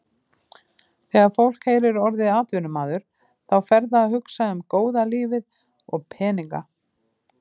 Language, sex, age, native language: Icelandic, female, 50-59, Icelandic